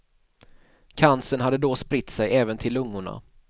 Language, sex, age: Swedish, male, 31